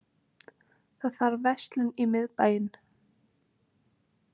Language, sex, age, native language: Icelandic, female, 20-29, Icelandic